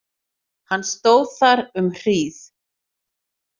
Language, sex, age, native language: Icelandic, female, 40-49, Icelandic